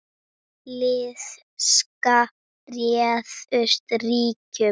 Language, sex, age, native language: Icelandic, female, 8, Icelandic